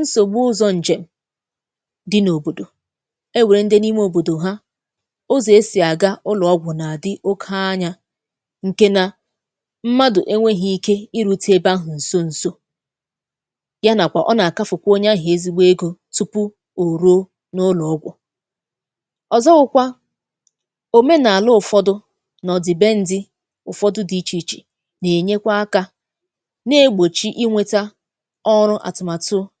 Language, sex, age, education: Igbo, female, 15-29, tertiary